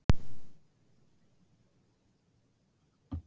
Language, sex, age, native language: Icelandic, female, 60-69, Icelandic